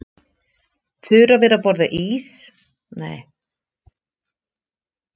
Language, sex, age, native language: Icelandic, female, 50-59, Icelandic